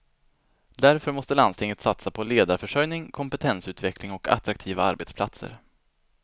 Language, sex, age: Swedish, male, 25